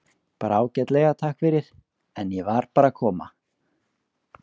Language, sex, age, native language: Icelandic, male, 20-29, Icelandic